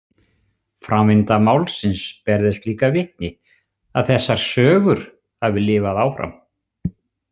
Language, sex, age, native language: Icelandic, male, 60-69, Icelandic